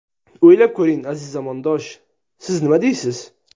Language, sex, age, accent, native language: Uzbek, male, 19-29, Sirdaryo, Uzbek